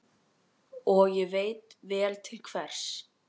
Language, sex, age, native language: Icelandic, female, 12, Icelandic